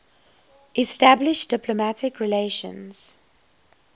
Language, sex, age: English, female, 21